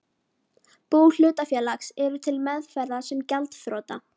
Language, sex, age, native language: Icelandic, female, 12, Icelandic